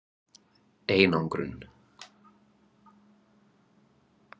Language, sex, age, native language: Icelandic, male, 20-29, Icelandic